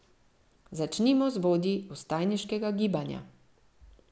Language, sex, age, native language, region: Slovenian, female, 50-59, Slovenian, Central Slovenia